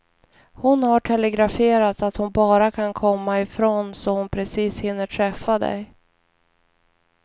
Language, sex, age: Swedish, female, 41